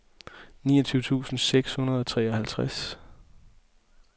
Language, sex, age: Danish, male, 20